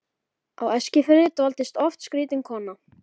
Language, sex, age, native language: Icelandic, male, 13, Icelandic